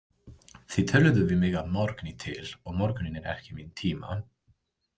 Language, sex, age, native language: Icelandic, male, 20-29, English